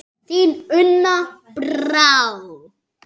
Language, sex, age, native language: Icelandic, male, 8, Icelandic